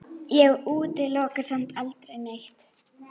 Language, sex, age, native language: Icelandic, female, 9, Icelandic